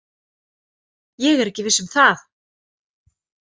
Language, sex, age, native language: Icelandic, female, 40-49, Icelandic